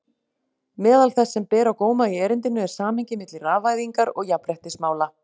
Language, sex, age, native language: Icelandic, female, 40-49, Icelandic